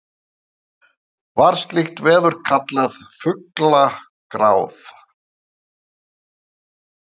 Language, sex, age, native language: Icelandic, male, 50-59, Icelandic